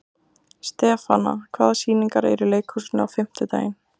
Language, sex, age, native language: Icelandic, female, 20-29, Icelandic